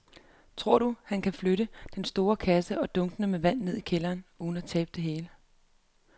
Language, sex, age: Danish, female, 33